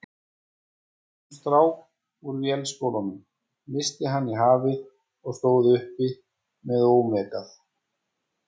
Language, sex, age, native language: Icelandic, male, 40-49, Icelandic